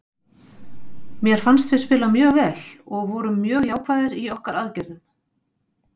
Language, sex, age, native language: Icelandic, female, 50-59, Icelandic